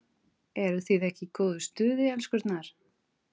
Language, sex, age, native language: Icelandic, female, 30-39, Portuguese